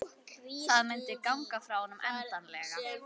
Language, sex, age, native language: Icelandic, female, 11, Icelandic